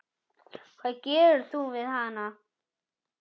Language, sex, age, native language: Icelandic, male, 9, Icelandic